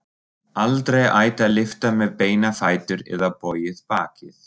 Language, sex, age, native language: Icelandic, male, 40-49, German